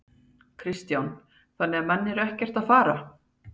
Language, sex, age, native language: Icelandic, female, 50-59, Icelandic